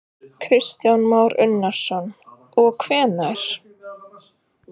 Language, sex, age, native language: Icelandic, female, 30-39, Icelandic